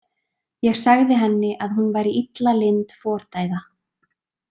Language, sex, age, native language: Icelandic, female, 20-29, Icelandic